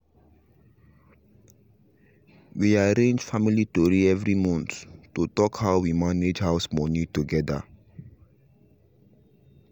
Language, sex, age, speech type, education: Nigerian Pidgin, male, 15-29, spontaneous, tertiary